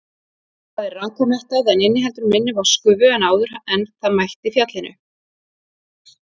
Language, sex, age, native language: Icelandic, female, 30-39, Icelandic